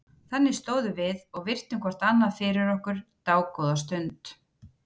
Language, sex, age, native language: Icelandic, female, 30-39, Icelandic